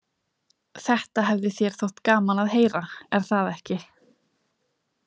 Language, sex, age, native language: Icelandic, female, 20-29, Icelandic